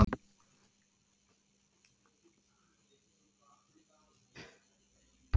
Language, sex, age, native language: Icelandic, male, 60-69, Icelandic